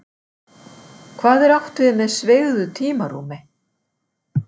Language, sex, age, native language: Icelandic, female, 60-69, Icelandic